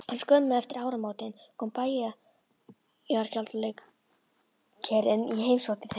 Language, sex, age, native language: Icelandic, female, 11, Icelandic